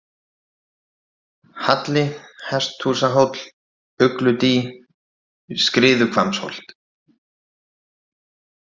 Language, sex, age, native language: Icelandic, male, 30-39, Icelandic